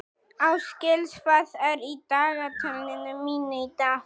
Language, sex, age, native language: Icelandic, female, 30-39, Icelandic